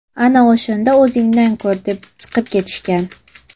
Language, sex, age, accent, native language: Uzbek, female, 18-24, Toshkent shahri, Uzbek